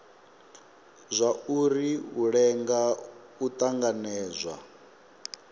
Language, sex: Venda, male